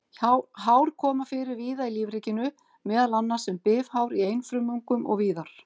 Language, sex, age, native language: Icelandic, female, 50-59, Icelandic